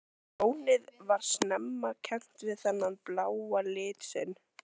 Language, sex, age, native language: Icelandic, female, 14, Icelandic